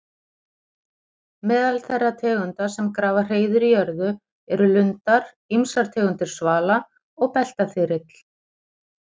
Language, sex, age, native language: Icelandic, female, 40-49, Icelandic